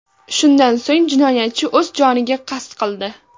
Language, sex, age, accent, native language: Uzbek, female, 18-24, Farg'ona, Uzbek